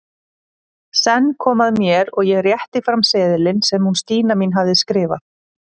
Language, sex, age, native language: Icelandic, female, 30-39, Icelandic